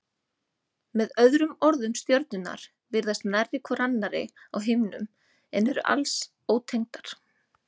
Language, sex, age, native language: Icelandic, female, 30-39, Icelandic